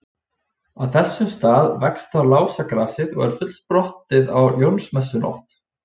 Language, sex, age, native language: Icelandic, male, 20-29, Icelandic